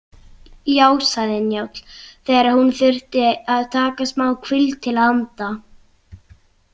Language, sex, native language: Icelandic, other, Icelandic